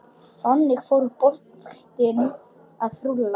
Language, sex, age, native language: Icelandic, female, 10, Polish